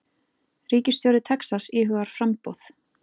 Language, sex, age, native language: Icelandic, female, 30-39, Icelandic